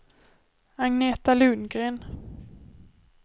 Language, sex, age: Swedish, female, 23